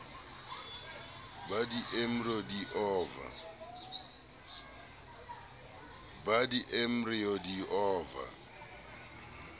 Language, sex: Southern Sotho, male